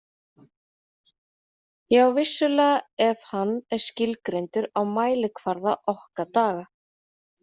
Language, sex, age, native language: Icelandic, female, 30-39, Icelandic